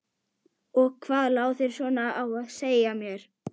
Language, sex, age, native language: Icelandic, male, 11, Icelandic